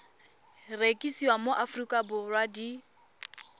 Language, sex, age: Tswana, female, 23